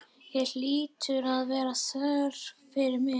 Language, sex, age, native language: Icelandic, female, 11, Icelandic